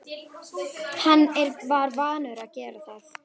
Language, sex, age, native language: Icelandic, female, 12, Icelandic